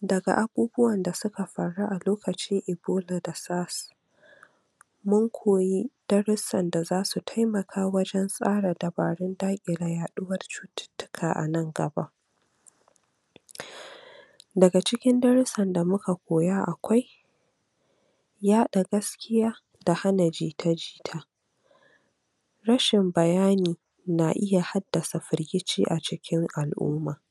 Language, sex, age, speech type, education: Hausa, female, 46-60, spontaneous, tertiary